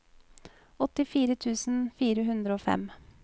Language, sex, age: Norwegian, female, 28